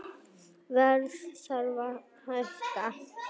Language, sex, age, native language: Icelandic, female, 9, Icelandic